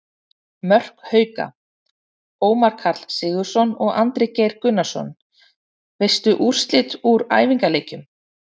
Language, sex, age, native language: Icelandic, female, 30-39, Icelandic